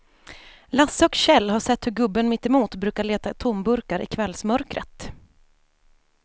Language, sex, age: Swedish, female, 28